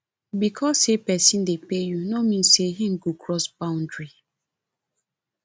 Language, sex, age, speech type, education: Nigerian Pidgin, female, 30-45, spontaneous, tertiary